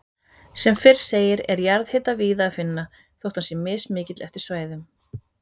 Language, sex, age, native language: Icelandic, female, 30-39, Icelandic